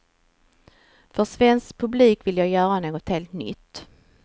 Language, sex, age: Swedish, female, 49